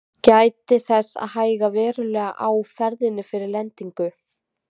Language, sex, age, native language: Icelandic, female, 20-29, Icelandic